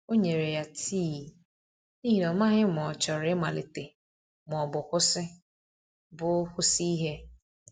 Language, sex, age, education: Igbo, female, 30-45, tertiary